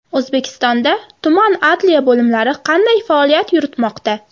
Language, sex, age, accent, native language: Uzbek, female, 18-24, Farg'ona, Uzbek